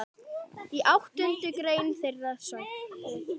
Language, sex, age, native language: Icelandic, female, 10, Icelandic